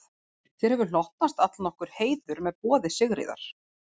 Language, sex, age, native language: Icelandic, female, 40-49, Icelandic